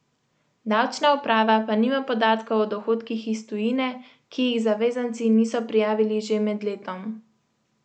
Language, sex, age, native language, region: Slovenian, female, 18-29, Slovenian, Central Slovenia